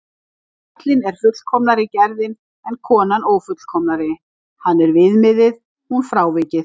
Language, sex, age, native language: Icelandic, female, 50-59, Icelandic